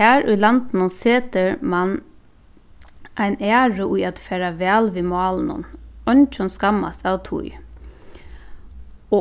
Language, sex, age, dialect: Faroese, female, 15-35, Suðuroy